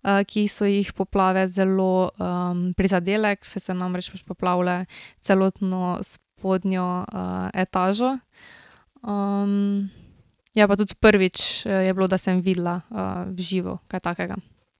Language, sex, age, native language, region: Slovenian, female, 18-29, Slovenian, Drava region